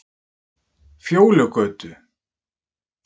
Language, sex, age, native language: Icelandic, male, 30-39, Icelandic